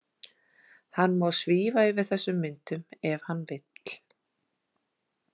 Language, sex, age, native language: Icelandic, female, 40-49, Icelandic